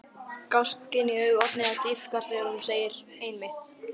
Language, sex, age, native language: Icelandic, male, 11, Icelandic